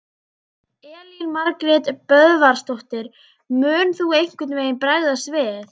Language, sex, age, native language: Icelandic, female, 12, Icelandic